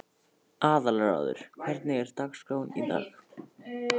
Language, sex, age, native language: Icelandic, male, 13, Icelandic